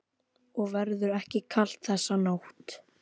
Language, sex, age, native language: Icelandic, female, 12, Icelandic